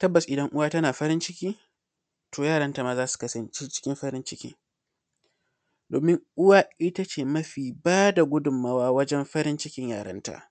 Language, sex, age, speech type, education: Hausa, male, 15-29, spontaneous, secondary